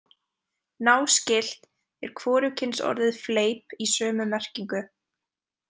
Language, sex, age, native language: Icelandic, female, 20-29, Icelandic